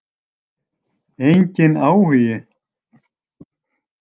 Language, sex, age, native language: Icelandic, male, 80-89, Icelandic